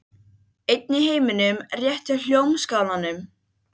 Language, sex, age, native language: Icelandic, other, 12, Icelandic